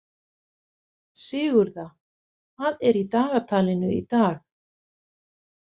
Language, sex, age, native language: Icelandic, female, 50-59, Icelandic